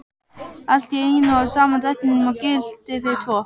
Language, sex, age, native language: Icelandic, female, 12, Icelandic